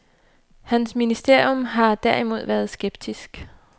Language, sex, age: Danish, female, 29